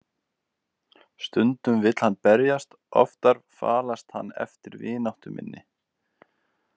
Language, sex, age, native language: Icelandic, male, 20-29, Icelandic